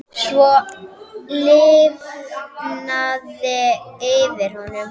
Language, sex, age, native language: Icelandic, female, 10, Icelandic